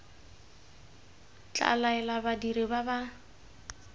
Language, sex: Tswana, female